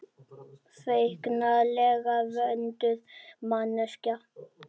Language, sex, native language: Icelandic, male, Icelandic